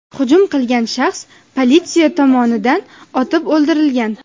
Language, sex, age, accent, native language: Uzbek, female, under 19, Jizzax, Uzbek